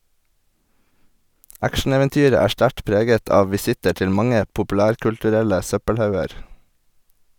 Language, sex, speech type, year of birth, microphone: Norwegian, male, read, 1989, Sennheiser